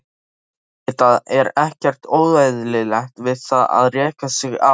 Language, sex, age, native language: Icelandic, male, 13, Icelandic